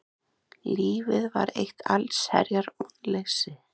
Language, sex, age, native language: Icelandic, other, 30-39, Icelandic